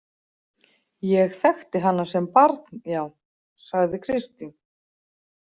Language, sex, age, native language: Icelandic, female, 40-49, Icelandic